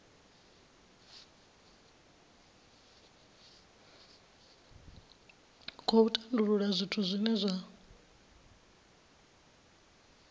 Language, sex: Venda, female